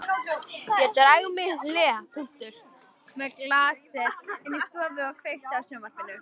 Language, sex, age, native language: Icelandic, female, 18-19, Icelandic